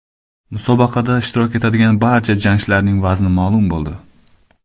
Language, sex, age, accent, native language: Uzbek, male, 25-34, Qoraqalpog'iston, Karakalpak